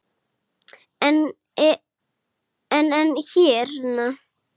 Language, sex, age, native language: Icelandic, female, 6, Icelandic